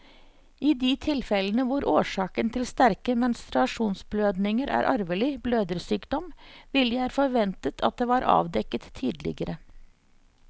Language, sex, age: Norwegian, female, 54